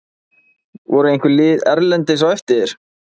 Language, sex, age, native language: Icelandic, male, 20-29, Icelandic